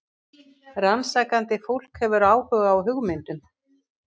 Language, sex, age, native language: Icelandic, female, 60-69, Icelandic